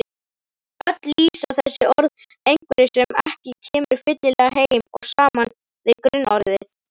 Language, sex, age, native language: Icelandic, male, 18-19, Icelandic